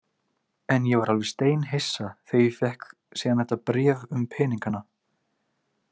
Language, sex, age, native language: Icelandic, male, 20-29, Icelandic